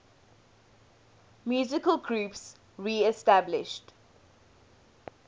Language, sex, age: English, female, 18